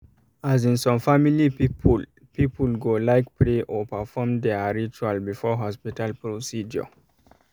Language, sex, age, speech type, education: Nigerian Pidgin, male, 30-45, spontaneous, tertiary